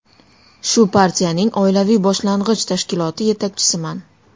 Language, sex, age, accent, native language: Uzbek, female, 19-29, Toshkent shahri, Uzbek